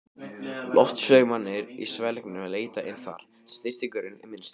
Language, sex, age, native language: Icelandic, male, 15, Icelandic